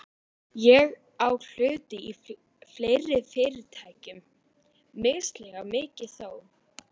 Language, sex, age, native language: Icelandic, female, 12, Icelandic